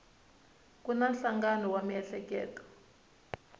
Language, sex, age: Tsonga, female, 19